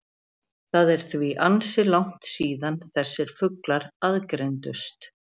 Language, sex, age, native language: Icelandic, female, 40-49, Icelandic